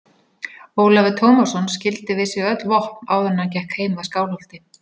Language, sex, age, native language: Icelandic, female, 40-49, Icelandic